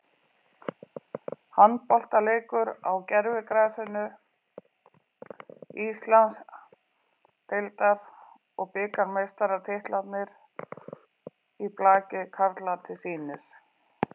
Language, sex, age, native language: Icelandic, female, 40-49, Icelandic